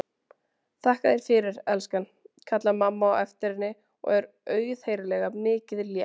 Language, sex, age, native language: Icelandic, female, 20-29, Icelandic